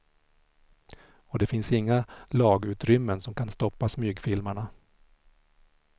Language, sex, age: Swedish, male, 46